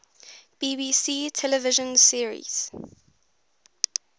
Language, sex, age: English, female, 19